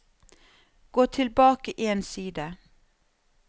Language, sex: Norwegian, female